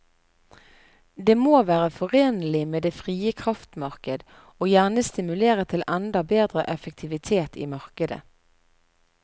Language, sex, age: Norwegian, female, 41